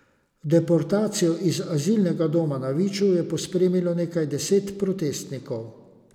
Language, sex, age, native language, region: Slovenian, male, 50-59, Slovenian, Savinja region